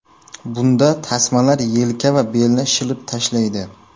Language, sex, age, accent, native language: Uzbek, male, 18-24, Samarqand, Uzbek